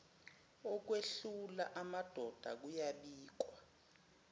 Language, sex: Zulu, female